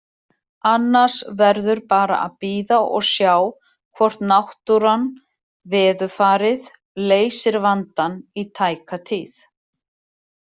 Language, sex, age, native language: Icelandic, female, 40-49, Icelandic